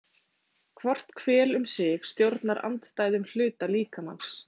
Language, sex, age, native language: Icelandic, female, 30-39, Icelandic